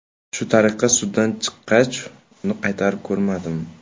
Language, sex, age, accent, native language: Uzbek, male, 18-24, Samarqand, Uzbek